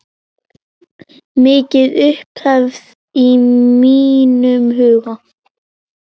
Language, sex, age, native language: Icelandic, male, 9, Icelandic